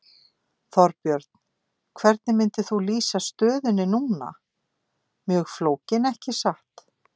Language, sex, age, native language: Icelandic, female, 50-59, Icelandic